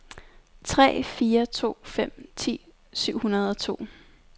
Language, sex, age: Danish, female, 19